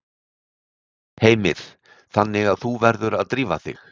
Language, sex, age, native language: Icelandic, male, 60-69, Icelandic